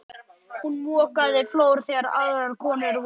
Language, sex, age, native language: Icelandic, male, 11, Icelandic